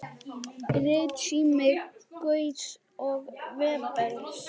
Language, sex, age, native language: Icelandic, male, 10, Icelandic